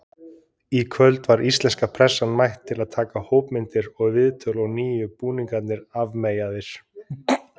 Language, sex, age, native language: Icelandic, male, 30-39, Icelandic